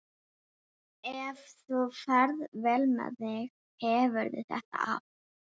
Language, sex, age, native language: Icelandic, female, 11, Icelandic